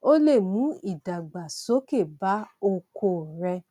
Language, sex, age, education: Yoruba, female, 30-45, tertiary